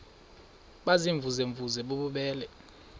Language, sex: Xhosa, male